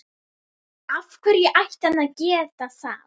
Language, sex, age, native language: Icelandic, female, 11, Icelandic